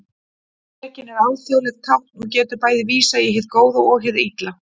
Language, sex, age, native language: Icelandic, female, 40-49, Icelandic